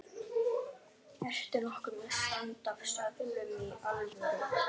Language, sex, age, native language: Icelandic, male, 11, Icelandic